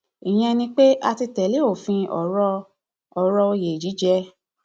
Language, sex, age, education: Yoruba, female, 30-45, tertiary